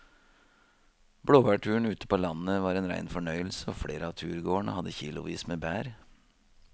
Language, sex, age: Norwegian, male, 52